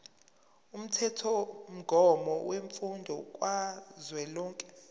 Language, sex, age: Zulu, male, 23